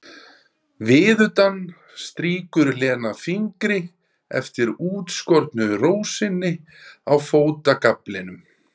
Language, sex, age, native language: Icelandic, male, 30-39, Icelandic